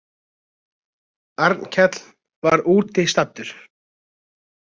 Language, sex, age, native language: Icelandic, male, 20-29, Icelandic